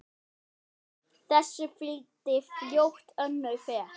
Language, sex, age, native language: Icelandic, male, 6, Icelandic